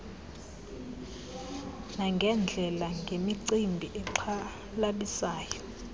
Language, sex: Xhosa, female